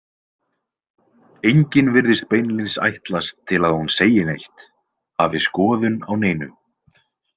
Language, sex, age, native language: Icelandic, male, 20-29, Icelandic